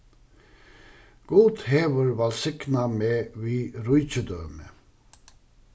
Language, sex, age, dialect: Faroese, male, 61+, Suðuroy